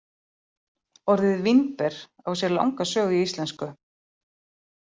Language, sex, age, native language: Icelandic, female, 40-49, Icelandic